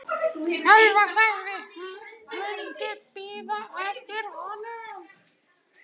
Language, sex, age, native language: Icelandic, male, 12, Icelandic